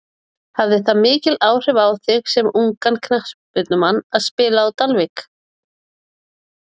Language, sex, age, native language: Icelandic, female, 40-49, Icelandic